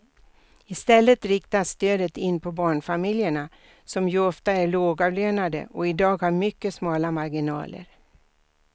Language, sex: Swedish, female